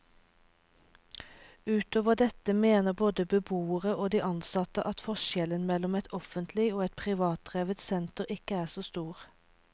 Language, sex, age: Norwegian, female, 36